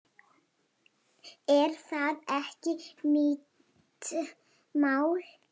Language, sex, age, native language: Icelandic, female, 7, Lithuanian